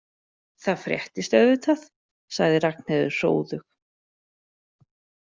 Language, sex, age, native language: Icelandic, female, 40-49, Icelandic